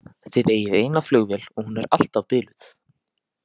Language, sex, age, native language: Icelandic, male, 18-19, Icelandic